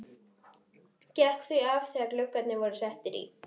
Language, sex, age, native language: Icelandic, female, 11, Icelandic